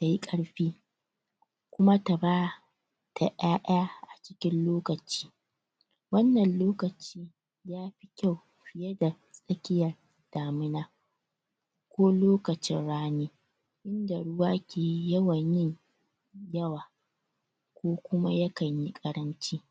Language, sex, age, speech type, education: Hausa, female, 30-45, spontaneous, tertiary